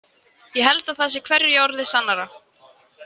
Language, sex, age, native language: Icelandic, female, 20-29, Icelandic